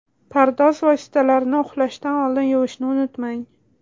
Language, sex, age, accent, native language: Uzbek, female, 18-24, Toshkent shahri, Uzbek